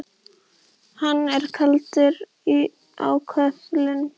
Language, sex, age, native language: Icelandic, female, 10, Icelandic